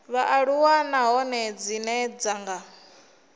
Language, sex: Venda, female